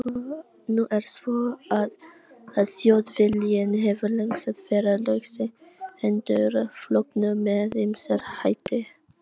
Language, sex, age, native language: Icelandic, other, 18-19, Icelandic